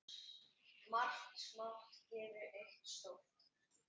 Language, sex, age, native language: Icelandic, male, 10, Icelandic